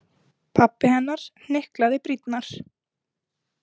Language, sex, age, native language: Icelandic, female, 20-29, Icelandic